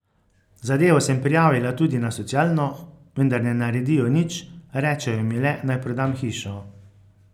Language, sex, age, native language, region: Slovenian, male, 50-59, Slovenian, Carinthia region